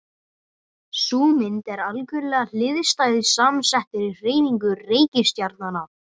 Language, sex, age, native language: Icelandic, female, 30-39, Icelandic